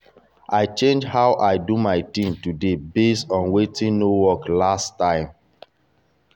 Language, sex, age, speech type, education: Nigerian Pidgin, male, 30-45, spontaneous, tertiary